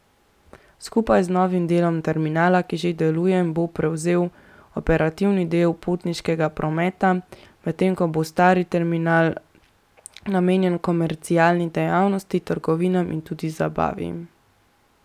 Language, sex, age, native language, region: Slovenian, female, 18-29, Slovenian, Central Slovenia